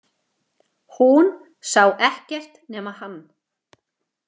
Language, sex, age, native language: Icelandic, female, 40-49, Icelandic